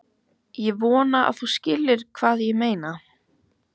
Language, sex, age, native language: Icelandic, female, 15, Icelandic